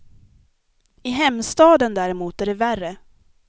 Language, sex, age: Swedish, female, 23